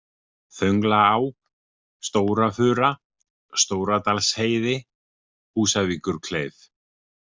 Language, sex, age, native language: Icelandic, male, 50-59, Icelandic